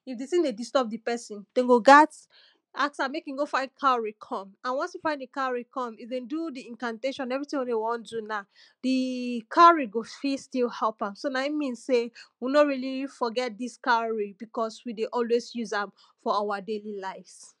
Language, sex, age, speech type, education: Nigerian Pidgin, female, 15-29, spontaneous, tertiary